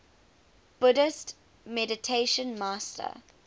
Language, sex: English, female